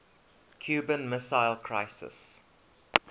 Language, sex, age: English, male, 21